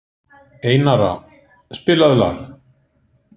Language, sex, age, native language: Icelandic, male, 40-49, Icelandic